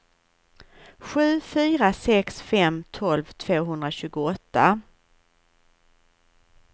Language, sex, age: Swedish, female, 41